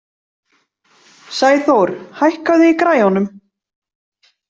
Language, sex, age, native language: Icelandic, female, 40-49, Icelandic